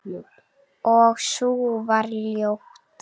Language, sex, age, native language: Icelandic, female, 9, Icelandic